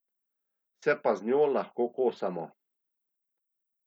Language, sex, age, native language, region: Slovenian, male, 30-49, Slovenian, Central Slovenia